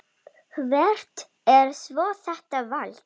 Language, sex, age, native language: Icelandic, female, 9, Icelandic